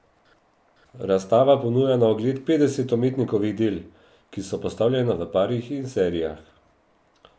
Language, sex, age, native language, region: Slovenian, male, 50-59, Slovenian, Drava region